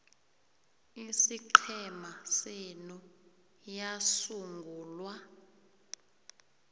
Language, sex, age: South Ndebele, female, 21